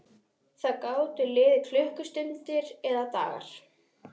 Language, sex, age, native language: Icelandic, female, 11, Icelandic